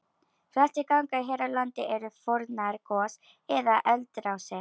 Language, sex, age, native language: Icelandic, female, 11, Icelandic